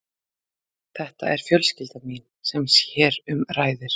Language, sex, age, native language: Icelandic, female, 40-49, Icelandic